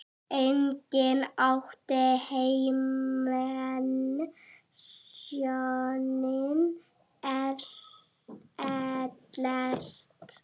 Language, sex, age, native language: Icelandic, female, 8, Icelandic